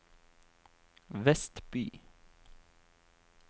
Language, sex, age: Norwegian, male, 28